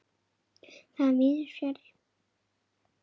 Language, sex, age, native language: Icelandic, male, 8, Icelandic